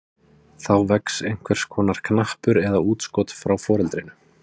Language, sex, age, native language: Icelandic, male, 30-39, Icelandic